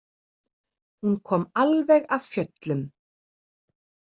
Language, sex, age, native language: Icelandic, female, 30-39, Icelandic